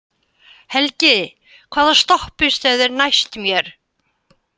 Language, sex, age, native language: Icelandic, female, 80-89, Icelandic